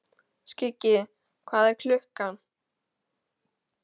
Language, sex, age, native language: Icelandic, male, 12, Icelandic